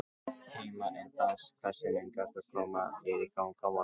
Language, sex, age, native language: Icelandic, male, 18-19, Icelandic